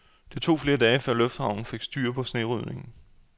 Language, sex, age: Danish, male, 28